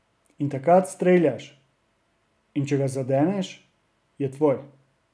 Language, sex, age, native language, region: Slovenian, male, 30-49, Slovenian, Drava region